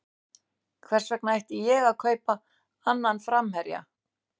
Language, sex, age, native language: Icelandic, female, 60-69, Icelandic